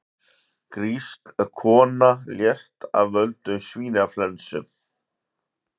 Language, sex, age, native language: Icelandic, male, 40-49, Icelandic